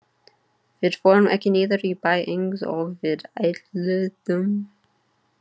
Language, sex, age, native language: Icelandic, female, 30-39, English